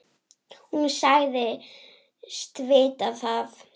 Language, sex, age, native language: Icelandic, female, 7, Icelandic